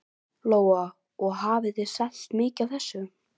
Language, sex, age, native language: Icelandic, female, 11, Icelandic